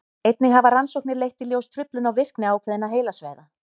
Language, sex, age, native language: Icelandic, female, 30-39, Icelandic